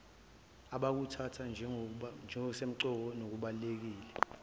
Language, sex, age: Zulu, male, 23